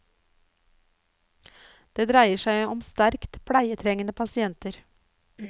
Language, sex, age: Norwegian, female, 49